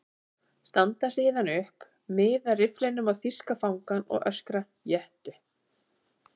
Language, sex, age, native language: Icelandic, female, 30-39, Icelandic